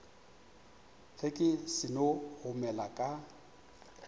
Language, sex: Northern Sotho, male